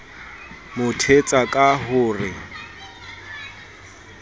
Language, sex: Southern Sotho, male